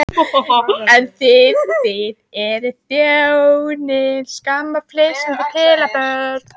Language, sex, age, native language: Icelandic, female, 14, Icelandic